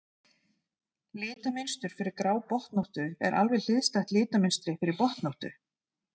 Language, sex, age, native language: Icelandic, female, 30-39, Icelandic